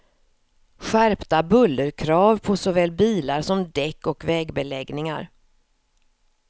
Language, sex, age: Swedish, female, 54